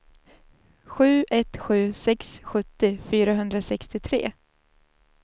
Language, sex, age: Swedish, female, 27